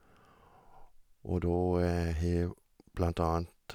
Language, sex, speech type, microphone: Norwegian, male, spontaneous, Sennheiser